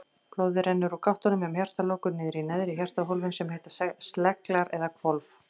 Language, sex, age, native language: Icelandic, female, 40-49, Icelandic